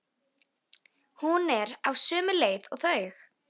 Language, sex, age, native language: Icelandic, female, 13, Icelandic